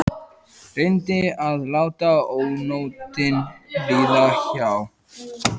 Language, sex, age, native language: Icelandic, male, 14, Icelandic